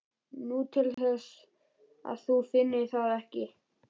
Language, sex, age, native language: Icelandic, male, 11, Icelandic